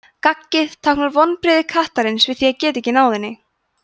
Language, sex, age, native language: Icelandic, female, 20-29, Icelandic